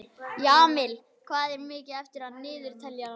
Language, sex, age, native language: Icelandic, male, 11, Icelandic